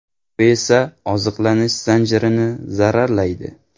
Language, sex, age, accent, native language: Uzbek, male, 18-24, Navoiy, Uzbek